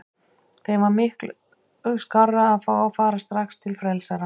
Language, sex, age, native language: Icelandic, female, 50-59, Icelandic